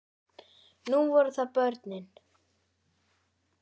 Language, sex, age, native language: Icelandic, female, 9, Icelandic